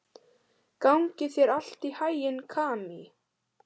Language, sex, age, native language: Icelandic, female, 18-19, Icelandic